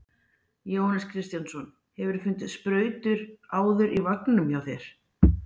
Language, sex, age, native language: Icelandic, female, 40-49, Icelandic